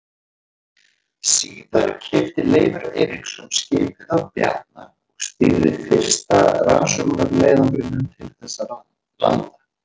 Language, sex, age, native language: Icelandic, male, 40-49, Icelandic